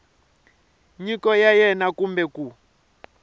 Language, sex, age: Tsonga, male, 23